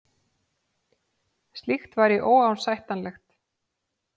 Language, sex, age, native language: Icelandic, female, 40-49, Icelandic